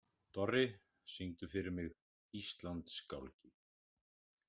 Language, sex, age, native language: Icelandic, male, 40-49, Icelandic